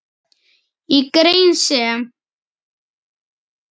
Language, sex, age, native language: Icelandic, male, 9, Icelandic